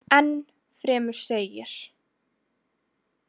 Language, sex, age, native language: Icelandic, female, 20-29, Icelandic